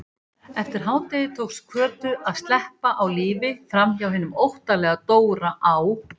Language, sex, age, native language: Icelandic, female, 18-19, Icelandic